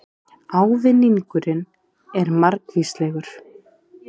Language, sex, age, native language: Icelandic, female, 20-29, Icelandic